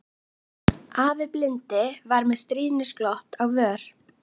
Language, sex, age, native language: Icelandic, female, 11, Icelandic